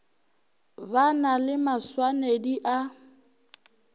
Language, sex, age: Northern Sotho, female, 23